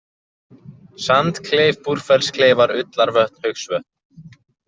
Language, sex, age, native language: Icelandic, male, 20-29, Icelandic